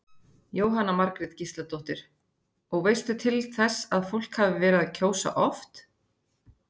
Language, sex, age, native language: Icelandic, female, 30-39, Icelandic